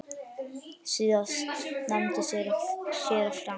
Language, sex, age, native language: Icelandic, male, 9, Icelandic